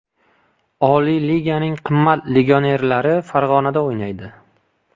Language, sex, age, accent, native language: Uzbek, male, 25-34, Qashqadaryo, Uzbek